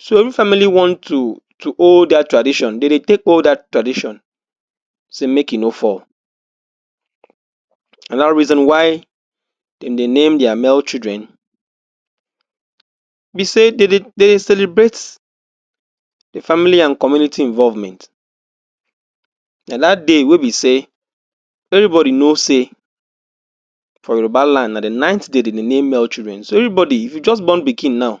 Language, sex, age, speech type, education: Nigerian Pidgin, male, 60+, spontaneous, tertiary